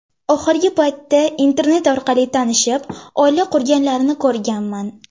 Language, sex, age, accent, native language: Uzbek, female, under 19, Toshkent shahri, Uzbek